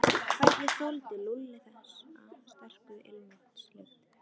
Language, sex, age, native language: Icelandic, female, 13, Icelandic